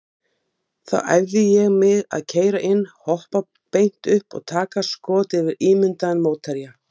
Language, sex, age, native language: Icelandic, female, 50-59, Icelandic